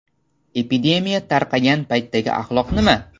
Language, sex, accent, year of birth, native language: Uzbek, male, Toshkent shahri, 2002, Uzbek